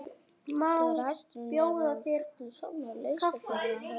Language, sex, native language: Icelandic, female, Icelandic